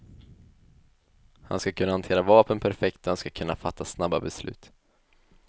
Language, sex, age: Swedish, male, 21